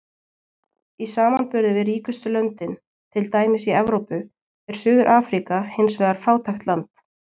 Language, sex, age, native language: Icelandic, female, 20-29, Icelandic